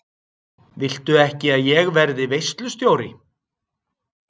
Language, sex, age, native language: Icelandic, male, 60-69, Icelandic